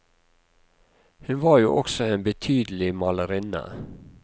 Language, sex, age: Norwegian, male, 48